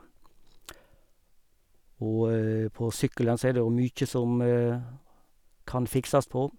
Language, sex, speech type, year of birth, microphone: Norwegian, male, spontaneous, 1956, Sennheiser